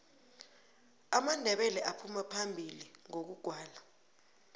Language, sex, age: South Ndebele, female, 22